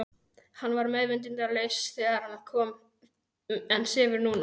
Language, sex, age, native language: Icelandic, male, 12, Icelandic